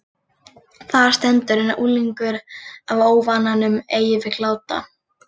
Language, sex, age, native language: Icelandic, female, 40-49, Icelandic